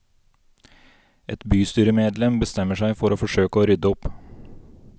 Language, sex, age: Norwegian, male, 29